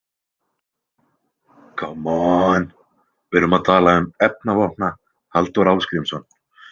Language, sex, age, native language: Icelandic, male, 20-29, Icelandic